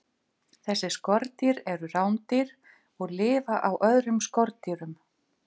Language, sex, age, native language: Icelandic, female, 50-59, Icelandic